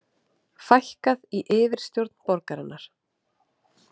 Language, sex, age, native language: Icelandic, female, 30-39, Icelandic